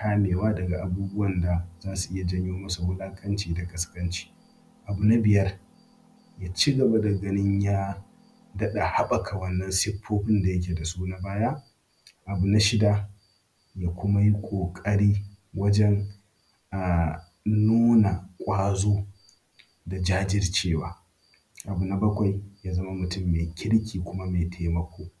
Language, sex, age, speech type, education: Hausa, male, 15-29, spontaneous, primary